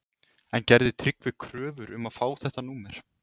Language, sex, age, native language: Icelandic, male, 20-29, Icelandic